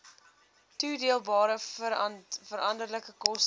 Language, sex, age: Afrikaans, female, 19